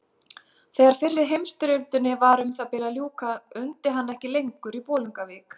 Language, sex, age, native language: Icelandic, female, 30-39, Icelandic